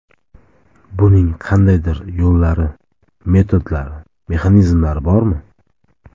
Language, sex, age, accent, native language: Uzbek, male, 25-34, Jizzax, Uzbek